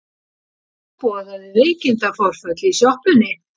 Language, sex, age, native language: Icelandic, female, 40-49, Icelandic